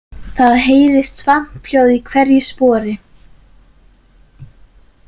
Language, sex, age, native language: Icelandic, male, 40-49, Icelandic